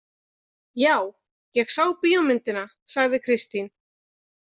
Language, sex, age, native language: Icelandic, female, 20-29, Icelandic